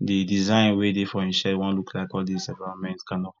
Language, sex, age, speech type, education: Nigerian Pidgin, male, 46-60, spontaneous, tertiary